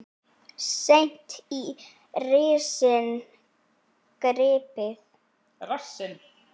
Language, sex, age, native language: Icelandic, female, 8, Icelandic